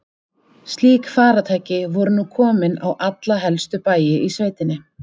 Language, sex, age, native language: Icelandic, female, 30-39, Icelandic